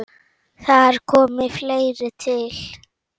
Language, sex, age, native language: Icelandic, female, 8, Icelandic